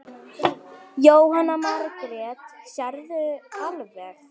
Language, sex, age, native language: Icelandic, female, 9, Icelandic